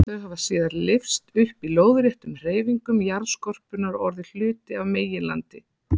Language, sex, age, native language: Icelandic, female, 40-49, Icelandic